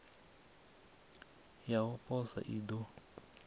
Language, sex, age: Venda, male, 27